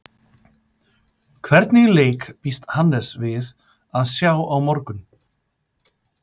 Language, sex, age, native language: Icelandic, male, 50-59, Icelandic